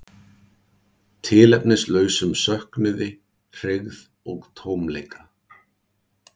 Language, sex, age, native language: Icelandic, male, 40-49, Icelandic